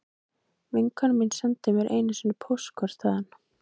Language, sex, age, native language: Icelandic, female, 18-19, Icelandic